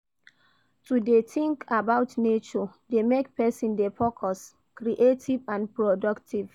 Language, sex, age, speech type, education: Nigerian Pidgin, female, 46-60, read, primary